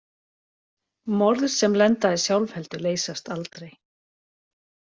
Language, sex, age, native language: Icelandic, female, 40-49, Icelandic